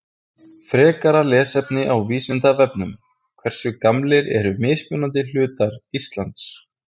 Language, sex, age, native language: Icelandic, male, 20-29, Icelandic